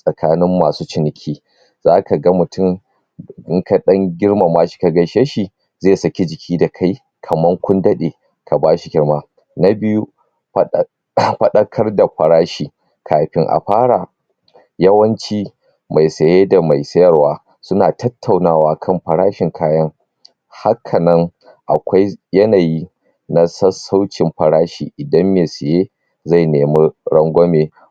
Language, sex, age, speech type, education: Hausa, male, 30-45, spontaneous, tertiary